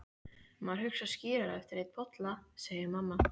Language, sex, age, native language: Icelandic, female, 15, Icelandic